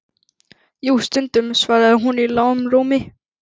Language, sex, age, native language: Icelandic, female, 11, Icelandic